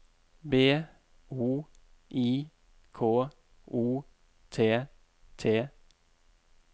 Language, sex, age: Norwegian, male, 44